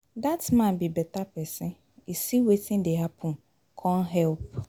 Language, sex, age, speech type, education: Nigerian Pidgin, female, 30-45, spontaneous, tertiary